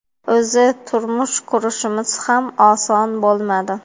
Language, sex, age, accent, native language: Uzbek, female, 25-34, Xorazm, Uzbek